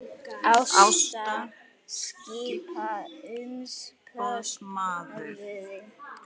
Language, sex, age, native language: Icelandic, female, 40-49, Icelandic